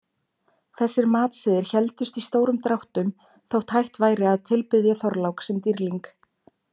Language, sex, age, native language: Icelandic, female, 20-29, Icelandic